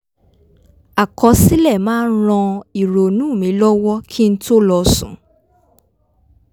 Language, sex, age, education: Yoruba, female, 15-29, tertiary